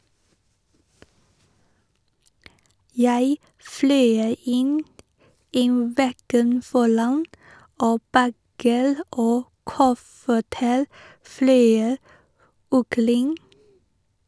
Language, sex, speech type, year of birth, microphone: Norwegian, female, read, 1986, Sennheiser